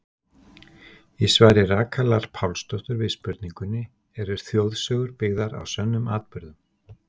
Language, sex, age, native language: Icelandic, male, 60-69, Icelandic